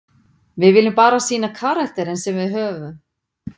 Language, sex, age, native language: Icelandic, female, 50-59, Icelandic